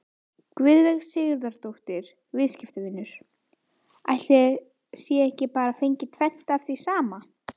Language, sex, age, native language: Icelandic, female, 18-19, Icelandic